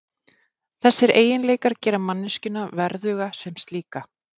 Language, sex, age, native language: Icelandic, female, 30-39, Icelandic